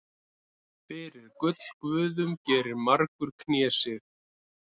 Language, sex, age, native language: Icelandic, male, 30-39, Icelandic